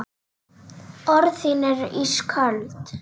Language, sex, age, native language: Icelandic, female, 8, Icelandic